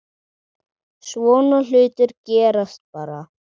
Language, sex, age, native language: Icelandic, male, 7, Icelandic